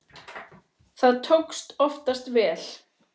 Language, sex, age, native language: Icelandic, male, 6, Icelandic